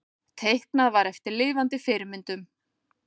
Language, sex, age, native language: Icelandic, female, 40-49, Icelandic